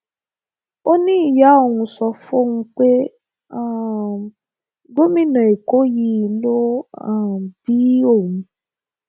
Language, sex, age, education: Yoruba, female, 15-29, tertiary